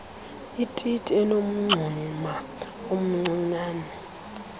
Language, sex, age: Xhosa, female, 24